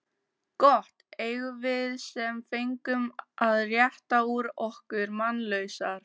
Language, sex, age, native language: Icelandic, female, 14, Icelandic